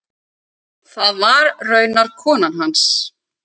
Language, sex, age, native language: Icelandic, male, 9, Icelandic